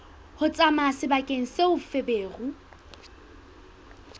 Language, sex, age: Southern Sotho, female, 20